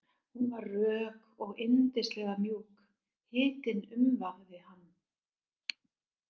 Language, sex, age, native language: Icelandic, female, 60-69, Icelandic